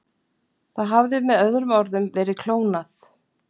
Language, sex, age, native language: Icelandic, female, 40-49, Icelandic